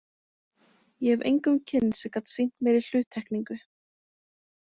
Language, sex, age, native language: Icelandic, female, 20-29, Icelandic